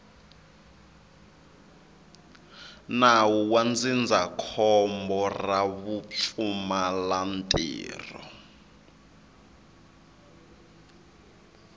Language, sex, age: Tsonga, male, 22